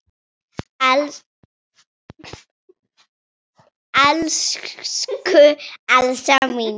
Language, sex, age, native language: Icelandic, female, 6, Icelandic